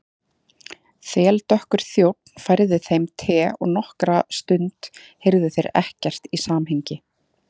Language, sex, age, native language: Icelandic, female, 30-39, Icelandic